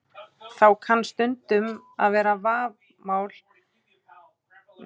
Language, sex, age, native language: Icelandic, male, 20-29, Icelandic